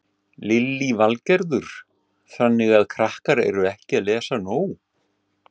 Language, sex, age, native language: Icelandic, male, 60-69, Icelandic